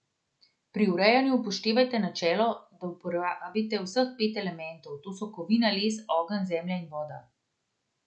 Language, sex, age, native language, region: Slovenian, female, 30-49, Slovenian, Central Slovenia